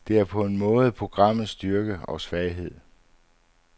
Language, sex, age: Danish, male, 59